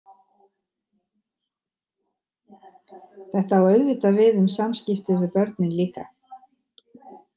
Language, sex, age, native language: Icelandic, female, 60-69, Icelandic